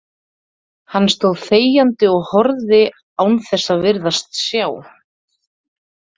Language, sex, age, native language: Icelandic, female, 30-39, Icelandic